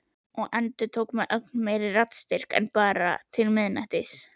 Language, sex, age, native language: Icelandic, female, 11, Icelandic